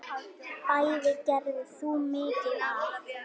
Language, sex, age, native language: Icelandic, female, 10, Icelandic